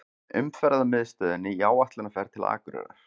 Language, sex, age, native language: Icelandic, male, 40-49, Icelandic